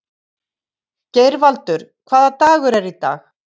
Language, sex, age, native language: Icelandic, female, 50-59, Icelandic